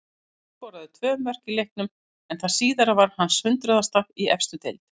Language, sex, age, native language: Icelandic, female, 50-59, Icelandic